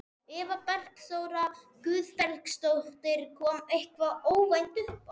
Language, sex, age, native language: Icelandic, male, 40-49, Spanish